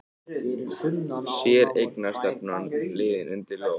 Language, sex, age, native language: Icelandic, male, 18-19, Icelandic